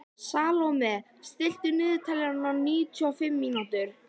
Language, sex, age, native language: Icelandic, female, 11, Icelandic